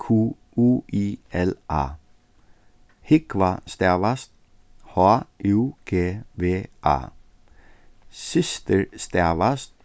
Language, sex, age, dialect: Faroese, male, 36-60, Suðurstreymoy